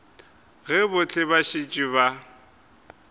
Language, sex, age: Northern Sotho, male, 23